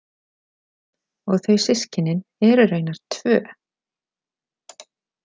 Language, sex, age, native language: Icelandic, female, 40-49, Icelandic